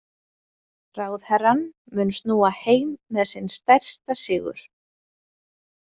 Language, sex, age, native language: Icelandic, female, 20-29, Icelandic